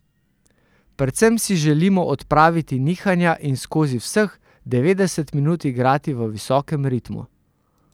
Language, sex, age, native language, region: Slovenian, male, 30-49, Slovenian, Central Slovenia